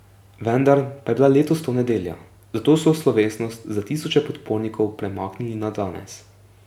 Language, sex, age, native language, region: Slovenian, male, 18-29, Slovenian, Drava region